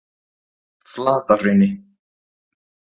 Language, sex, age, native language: Icelandic, male, 30-39, Icelandic